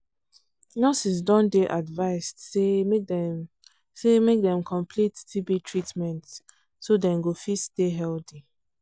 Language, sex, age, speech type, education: Nigerian Pidgin, female, 15-29, spontaneous, tertiary